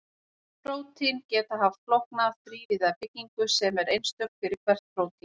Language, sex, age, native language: Icelandic, female, 40-49, Icelandic